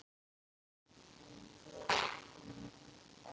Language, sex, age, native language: Icelandic, male, 8, Icelandic